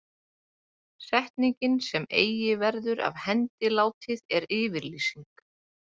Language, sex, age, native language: Icelandic, female, 30-39, Icelandic